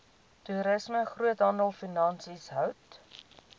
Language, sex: Afrikaans, female